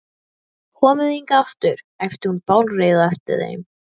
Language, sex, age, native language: Icelandic, female, 12, Icelandic